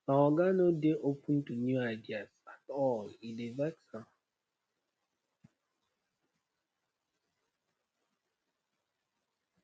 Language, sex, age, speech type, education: Nigerian Pidgin, male, 30-45, spontaneous, tertiary